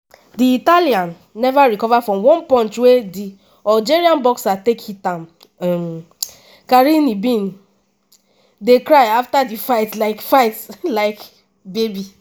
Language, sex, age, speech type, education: Nigerian Pidgin, female, 15-29, spontaneous, tertiary